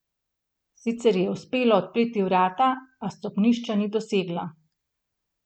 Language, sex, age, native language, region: Slovenian, female, 30-49, Slovenian, Gorenjska region